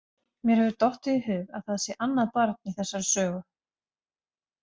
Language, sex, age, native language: Icelandic, female, 40-49, Icelandic